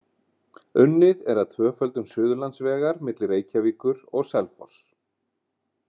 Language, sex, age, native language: Icelandic, male, 40-49, Icelandic